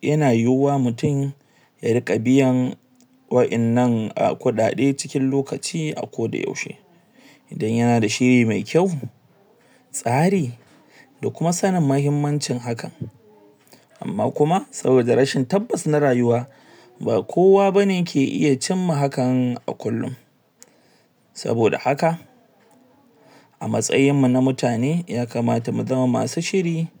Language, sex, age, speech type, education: Hausa, male, 60+, spontaneous, tertiary